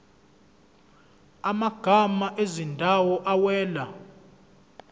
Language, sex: Zulu, male